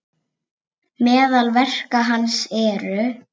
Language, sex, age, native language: Icelandic, female, 8, Icelandic